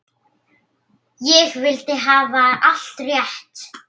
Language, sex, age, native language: Icelandic, female, 8, Icelandic